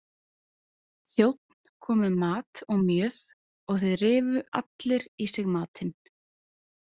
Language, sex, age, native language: Icelandic, female, 20-29, Icelandic